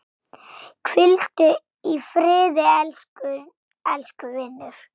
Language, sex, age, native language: Icelandic, female, 6, Icelandic